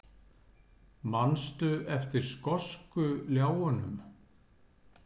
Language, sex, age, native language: Icelandic, male, 60-69, Icelandic